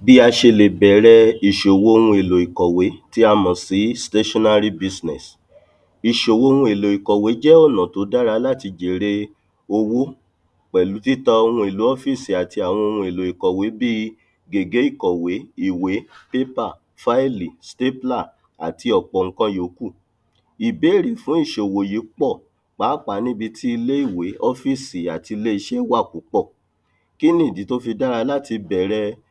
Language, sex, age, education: Yoruba, male, 46-60, tertiary